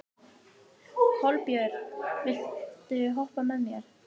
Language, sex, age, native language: Icelandic, female, 18-19, Icelandic